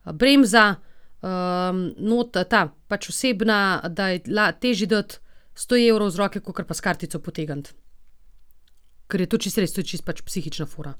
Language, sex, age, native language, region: Slovenian, female, 30-49, Slovenian, Gorenjska region